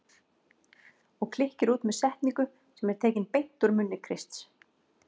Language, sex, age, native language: Icelandic, female, 40-49, Icelandic